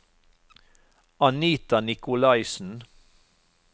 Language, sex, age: Norwegian, male, 45